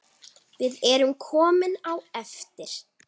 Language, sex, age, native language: Icelandic, female, 10, Icelandic